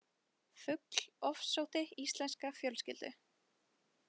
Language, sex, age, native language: Icelandic, female, 20-29, Icelandic